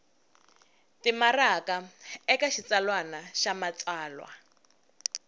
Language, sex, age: Tsonga, female, 19